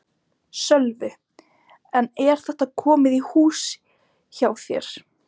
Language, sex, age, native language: Icelandic, female, 30-39, Icelandic